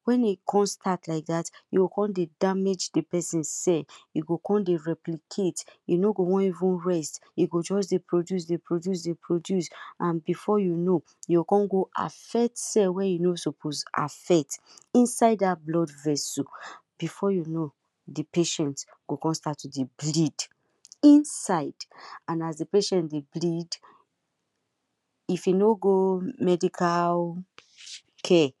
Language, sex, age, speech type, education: Nigerian Pidgin, female, 30-45, spontaneous, tertiary